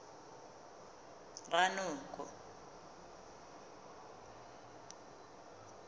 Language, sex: Tswana, female